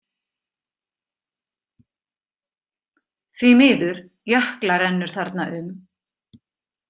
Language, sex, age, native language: Icelandic, female, 50-59, Icelandic